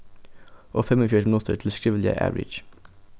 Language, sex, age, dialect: Faroese, male, 15-35, Norðurstreymoy/Eysturoy